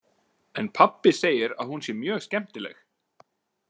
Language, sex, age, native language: Icelandic, male, 40-49, Icelandic